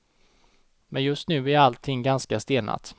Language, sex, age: Swedish, male, 29